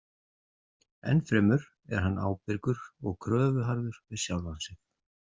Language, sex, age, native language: Icelandic, male, 50-59, Icelandic